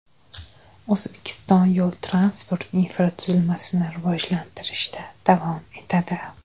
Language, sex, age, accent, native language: Uzbek, female, 25-34, Jizzax, Uzbek